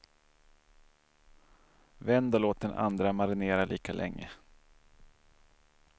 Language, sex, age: Swedish, male, 27